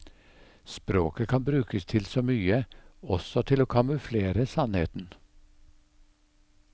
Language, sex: Norwegian, male